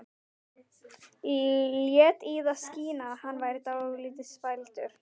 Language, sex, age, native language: Icelandic, female, 12, Icelandic